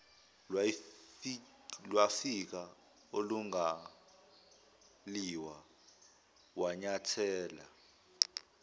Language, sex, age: Zulu, male, 21